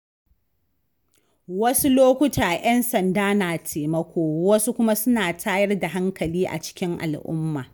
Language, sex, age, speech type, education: Hausa, female, 15-29, read, tertiary